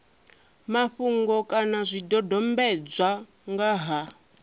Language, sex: Venda, female